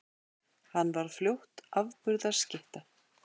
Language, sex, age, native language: Icelandic, female, 8, Icelandic